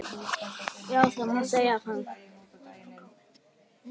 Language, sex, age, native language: Icelandic, female, 10, Icelandic